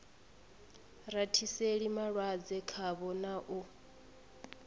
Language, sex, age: Venda, female, 25